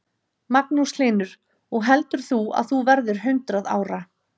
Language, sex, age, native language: Icelandic, female, 30-39, Icelandic